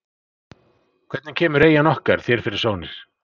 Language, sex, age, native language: Icelandic, male, 40-49, Icelandic